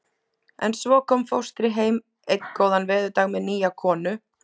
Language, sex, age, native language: Icelandic, female, 20-29, Icelandic